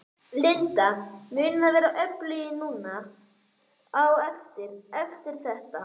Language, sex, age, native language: Icelandic, male, 11, Icelandic